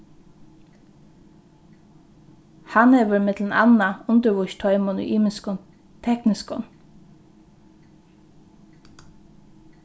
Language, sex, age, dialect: Faroese, female, 15-35, Norðurstreymoy/Eysturoy